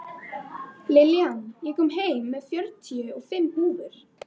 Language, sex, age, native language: Icelandic, female, 18-19, Icelandic